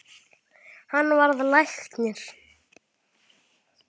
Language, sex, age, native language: Icelandic, male, 8, Icelandic